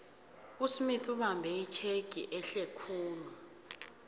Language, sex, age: South Ndebele, female, 18